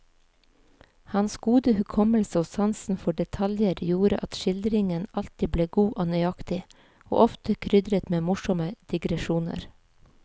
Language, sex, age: Norwegian, female, 37